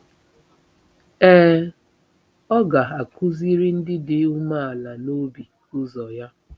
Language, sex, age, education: Igbo, female, 30-45, tertiary